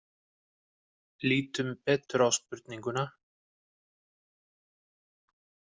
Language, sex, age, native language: Icelandic, male, 50-59, Icelandic